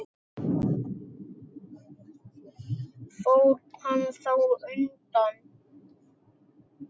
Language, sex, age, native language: Icelandic, male, 6, Icelandic